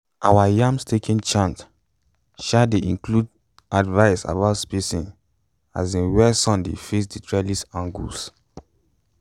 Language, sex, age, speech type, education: Nigerian Pidgin, male, 15-29, spontaneous, tertiary